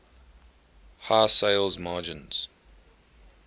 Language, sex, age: English, male, 21